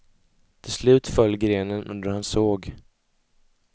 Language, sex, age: Swedish, male, 20